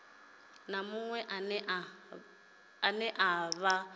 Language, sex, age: Venda, female, 30